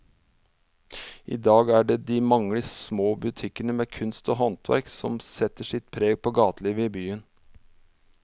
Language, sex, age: Norwegian, male, 46